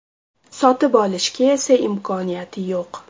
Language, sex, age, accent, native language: Uzbek, female, 25-34, Toshkent shahri, Uzbek